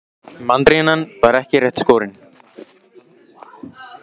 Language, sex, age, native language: Icelandic, male, 15, Icelandic